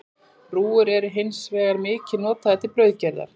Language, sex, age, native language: Icelandic, female, 40-49, Icelandic